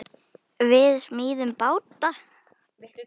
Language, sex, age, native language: Icelandic, female, 10, Icelandic